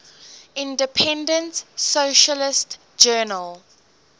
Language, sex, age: English, female, 18